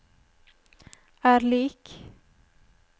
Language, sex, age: Norwegian, female, 25